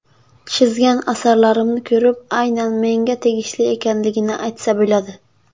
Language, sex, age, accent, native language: Uzbek, male, under 19, Buxoro, Uzbek